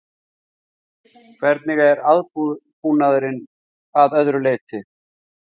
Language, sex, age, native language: Icelandic, male, 50-59, Icelandic